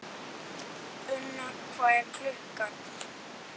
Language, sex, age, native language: Icelandic, male, 11, Icelandic